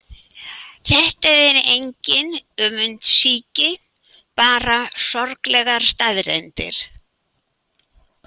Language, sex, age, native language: Icelandic, female, 80-89, Icelandic